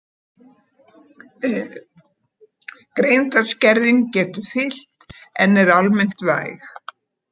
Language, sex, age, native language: Icelandic, female, 80-89, Icelandic